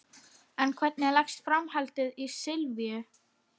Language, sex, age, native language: Icelandic, female, 60-69, Icelandic